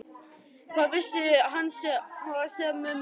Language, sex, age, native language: Icelandic, male, 11, Icelandic